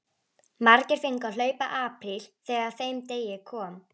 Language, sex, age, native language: Icelandic, female, 11, Icelandic